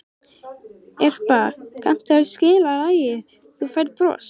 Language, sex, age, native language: Icelandic, female, 13, Icelandic